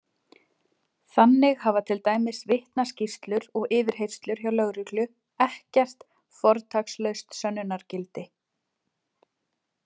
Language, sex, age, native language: Icelandic, female, 20-29, Icelandic